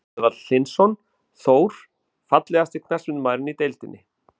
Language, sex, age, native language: Icelandic, male, 40-49, Icelandic